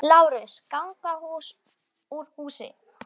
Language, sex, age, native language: Icelandic, female, 10, Icelandic